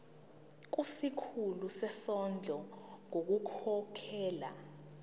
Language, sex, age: Zulu, female, 19